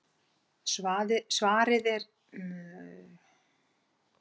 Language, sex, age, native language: Icelandic, female, 40-49, Icelandic